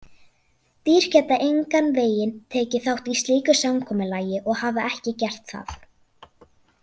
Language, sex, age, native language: Icelandic, female, 40-49, Icelandic